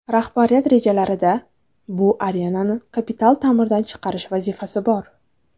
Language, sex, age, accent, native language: Uzbek, female, 19-29, Navoiy, Uzbek